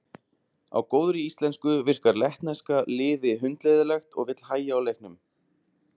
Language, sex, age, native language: Icelandic, male, 20-29, Icelandic